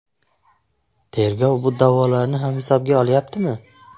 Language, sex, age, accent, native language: Uzbek, male, 18-24, Buxoro, Uzbek